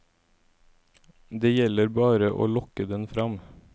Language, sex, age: Norwegian, male, 17